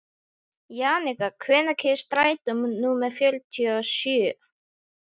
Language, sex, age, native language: Icelandic, male, 12, Icelandic